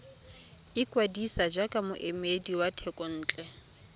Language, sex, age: Tswana, female, 24